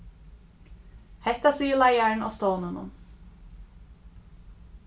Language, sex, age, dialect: Faroese, female, 15-35, Suðurstreymoy